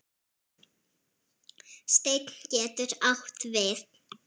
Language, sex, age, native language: Icelandic, female, 7, Icelandic